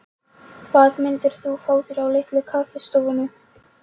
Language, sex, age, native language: Icelandic, female, 13, Polish